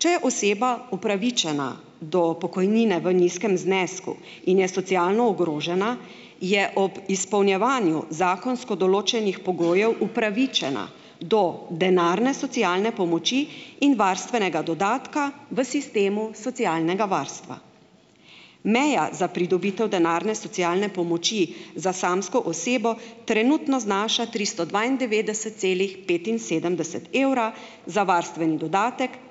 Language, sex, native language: Slovenian, female, Slovenian